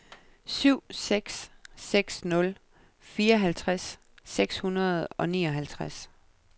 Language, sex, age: Danish, female, 37